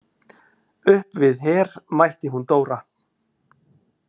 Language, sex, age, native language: Icelandic, male, 40-49, Icelandic